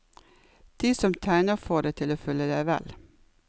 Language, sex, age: Norwegian, female, 56